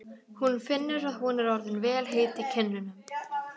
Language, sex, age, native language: Icelandic, female, 12, Icelandic